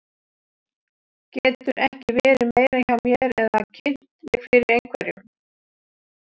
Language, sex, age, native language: Icelandic, female, 60-69, Icelandic